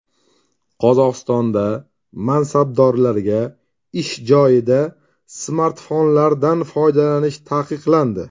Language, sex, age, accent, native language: Uzbek, male, 35+, Toshkent shahri, Uzbek